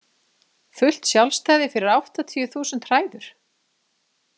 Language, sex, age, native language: Icelandic, female, 40-49, Icelandic